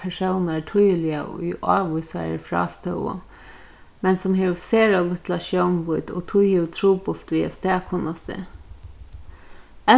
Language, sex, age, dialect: Faroese, female, 36-60, Norðurstreymoy/Eysturoy